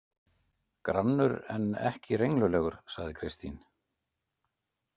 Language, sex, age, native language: Icelandic, male, 50-59, Icelandic